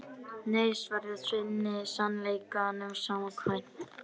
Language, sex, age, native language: Icelandic, female, 30-39, Icelandic